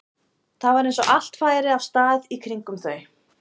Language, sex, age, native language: Icelandic, female, 20-29, Icelandic